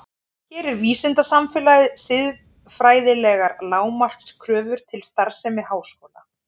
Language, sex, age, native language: Icelandic, female, 30-39, Icelandic